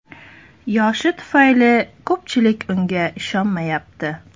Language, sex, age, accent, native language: Uzbek, female, 25-34, Toshkent shahri, Uzbek